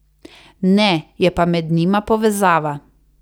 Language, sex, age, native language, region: Slovenian, female, 30-49, Slovenian, Savinja region